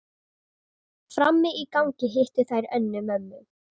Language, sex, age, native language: Icelandic, female, 13, Icelandic